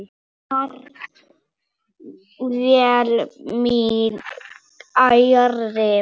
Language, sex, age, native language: Icelandic, female, 7, Icelandic